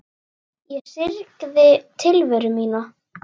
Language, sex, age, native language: Icelandic, female, 10, Icelandic